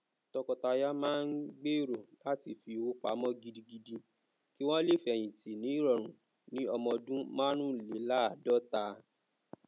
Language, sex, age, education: Yoruba, male, 30-45, tertiary